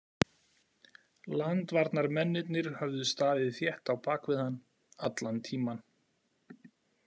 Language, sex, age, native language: Icelandic, male, 40-49, Icelandic